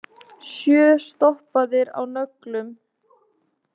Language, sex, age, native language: Icelandic, female, 20-29, Icelandic